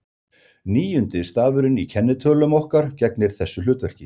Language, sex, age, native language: Icelandic, male, 60-69, Icelandic